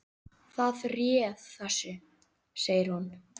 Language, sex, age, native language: Icelandic, female, 10, Icelandic